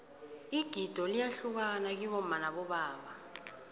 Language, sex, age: South Ndebele, female, 18